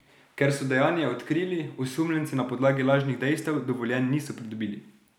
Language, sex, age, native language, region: Slovenian, male, 18-29, Slovenian, Drava region